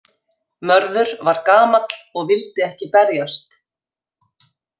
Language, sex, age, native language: Icelandic, female, 50-59, Icelandic